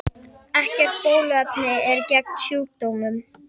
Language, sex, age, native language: Icelandic, female, 50-59, Icelandic